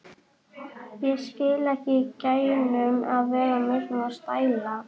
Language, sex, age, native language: Icelandic, male, 11, Icelandic